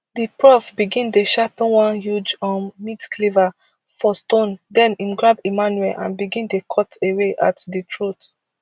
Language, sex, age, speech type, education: Nigerian Pidgin, female, 15-29, spontaneous, tertiary